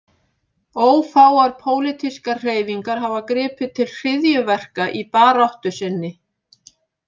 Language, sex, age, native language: Icelandic, female, 50-59, Icelandic